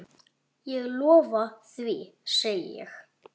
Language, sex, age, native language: Icelandic, male, 9, Icelandic